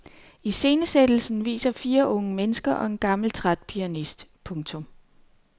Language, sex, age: Danish, female, 39